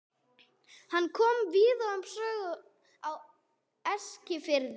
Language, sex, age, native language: Icelandic, female, 30-39, English